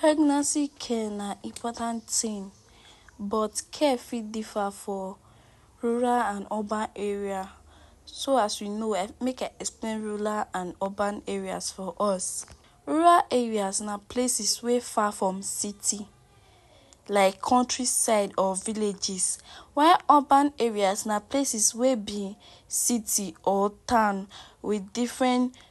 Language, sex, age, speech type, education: Nigerian Pidgin, female, 46-60, spontaneous, tertiary